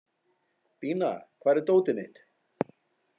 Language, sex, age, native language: Icelandic, male, 40-49, Icelandic